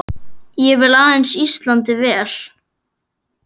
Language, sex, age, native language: Icelandic, female, 10, Icelandic